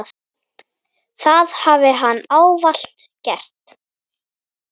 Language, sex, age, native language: Icelandic, female, 9, Icelandic